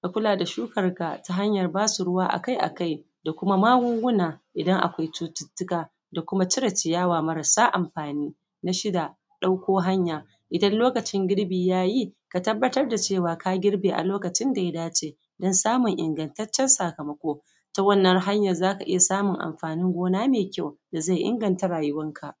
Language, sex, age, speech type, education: Hausa, female, 30-45, spontaneous, secondary